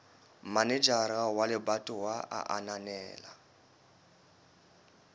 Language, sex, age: Southern Sotho, male, 23